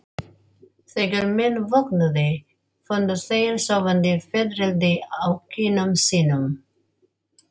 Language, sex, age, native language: Icelandic, female, 40-49, Filipino